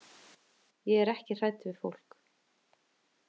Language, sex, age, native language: Icelandic, female, 30-39, Icelandic